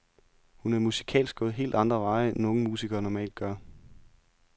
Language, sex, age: Danish, male, 31